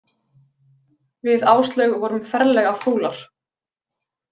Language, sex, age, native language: Icelandic, female, 20-29, Icelandic